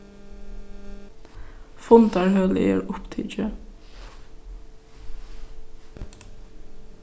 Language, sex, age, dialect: Faroese, female, 15-35, Suðurstreymoy